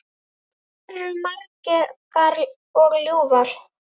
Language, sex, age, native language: Icelandic, female, 10, Icelandic